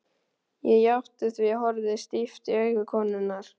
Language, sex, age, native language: Icelandic, male, 12, Icelandic